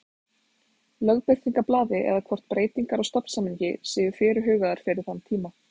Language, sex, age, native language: Icelandic, female, 20-29, Icelandic